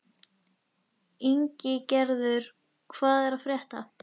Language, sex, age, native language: Icelandic, female, 13, Icelandic